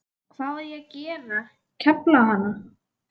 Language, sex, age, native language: Icelandic, female, 11, Icelandic